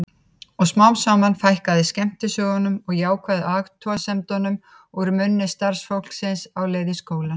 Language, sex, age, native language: Icelandic, female, 50-59, Icelandic